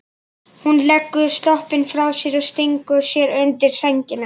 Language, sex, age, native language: Icelandic, male, 11, Icelandic